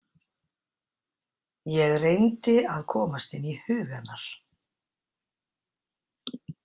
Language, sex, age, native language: Icelandic, female, 60-69, Icelandic